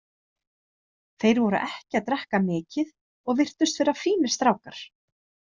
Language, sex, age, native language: Icelandic, female, 30-39, Icelandic